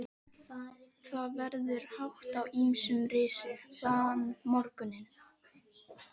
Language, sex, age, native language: Icelandic, other, 12, Icelandic